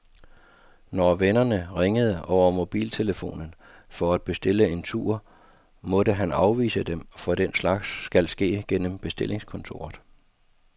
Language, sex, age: Danish, male, 52